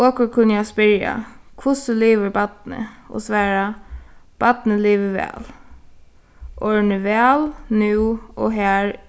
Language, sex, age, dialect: Faroese, female, 15-35, Suðuroy